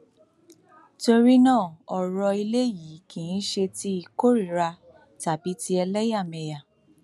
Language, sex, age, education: Yoruba, female, 15-29, tertiary